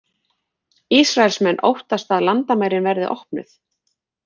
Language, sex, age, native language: Icelandic, female, 40-49, Icelandic